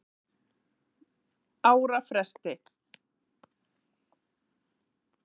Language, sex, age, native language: Icelandic, female, 8, Icelandic